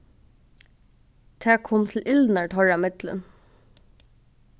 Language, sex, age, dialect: Faroese, female, 15-35, Norðuroyggjar